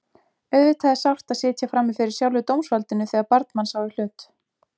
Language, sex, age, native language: Icelandic, female, 20-29, Icelandic